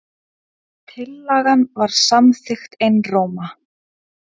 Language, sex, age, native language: Icelandic, female, 30-39, Icelandic